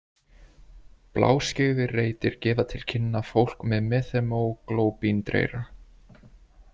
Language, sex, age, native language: Icelandic, male, 20-29, Icelandic